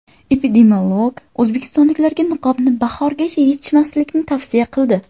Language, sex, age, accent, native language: Uzbek, female, 18-24, Qashqadaryo, Uzbek